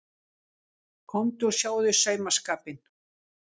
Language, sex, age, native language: Icelandic, female, 60-69, Icelandic